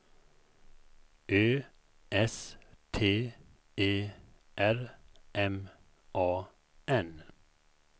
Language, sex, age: Swedish, male, 51